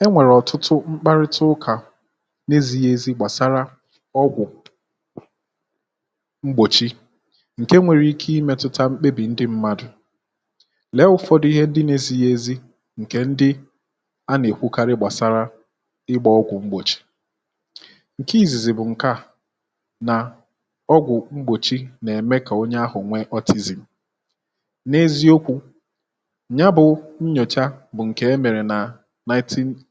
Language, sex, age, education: Igbo, male, 15-29, tertiary